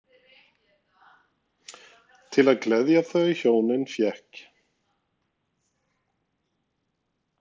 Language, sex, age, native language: Icelandic, male, 40-49, Norwegian